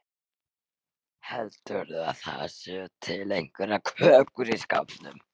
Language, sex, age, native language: Icelandic, female, 11, Icelandic